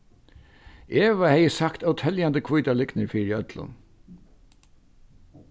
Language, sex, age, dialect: Faroese, male, 61+, Vágar